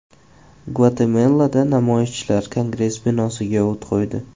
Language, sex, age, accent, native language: Uzbek, male, 18-24, Jizzax, Uzbek